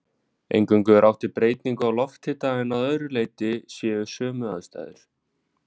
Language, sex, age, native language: Icelandic, male, 20-29, Icelandic